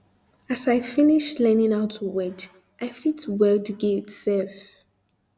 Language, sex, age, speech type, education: Nigerian Pidgin, female, 15-29, spontaneous, tertiary